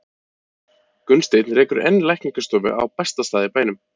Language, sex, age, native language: Icelandic, male, 30-39, Icelandic